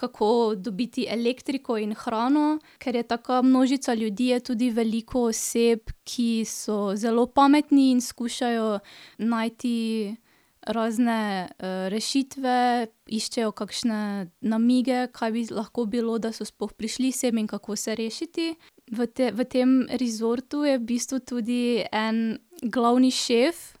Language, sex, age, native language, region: Slovenian, female, 18-29, Slovenian, Drava region